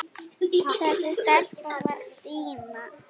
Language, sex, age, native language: Icelandic, female, 8, Icelandic